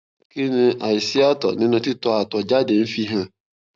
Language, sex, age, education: Yoruba, male, 15-29, tertiary